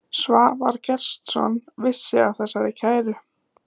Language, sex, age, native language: Icelandic, female, 20-29, Icelandic